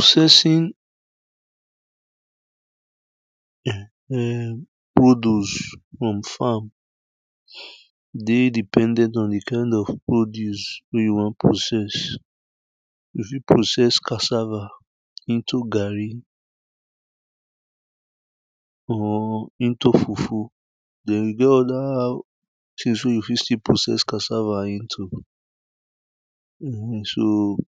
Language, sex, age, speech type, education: Nigerian Pidgin, male, 30-45, spontaneous, primary